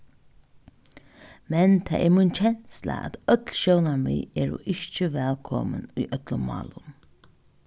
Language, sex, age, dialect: Faroese, female, 15-35, Norðuroyggjar